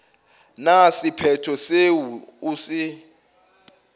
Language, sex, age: Northern Sotho, male, 24